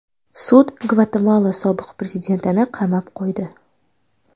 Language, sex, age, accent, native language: Uzbek, female, 18-24, Andijon, Russian